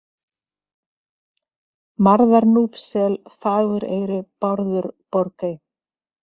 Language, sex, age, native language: Icelandic, female, 50-59, Icelandic